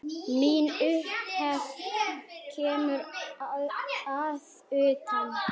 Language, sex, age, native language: Icelandic, male, 9, Icelandic